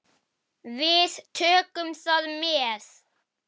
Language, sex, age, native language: Icelandic, male, 8, Icelandic